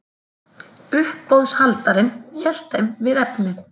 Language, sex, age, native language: Icelandic, female, 30-39, Icelandic